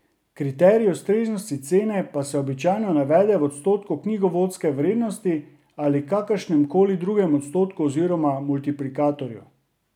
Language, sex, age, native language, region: Slovenian, male, 30-49, Slovenian, Drava region